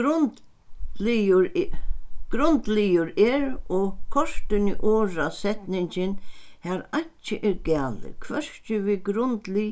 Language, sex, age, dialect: Faroese, female, 61+, Sandoy